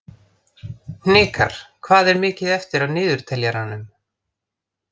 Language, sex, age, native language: Icelandic, other, 30-39, Icelandic